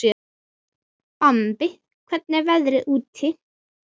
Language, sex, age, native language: Icelandic, female, 12, Icelandic